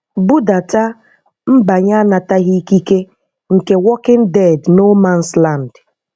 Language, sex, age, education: Igbo, female, 15-29, tertiary